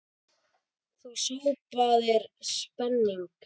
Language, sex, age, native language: Icelandic, male, 10, Icelandic